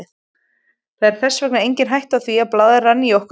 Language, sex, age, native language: Icelandic, female, 20-29, Icelandic